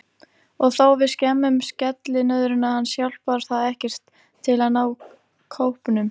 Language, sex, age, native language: Icelandic, female, 40-49, Icelandic